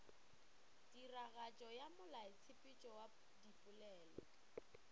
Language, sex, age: Northern Sotho, female, 24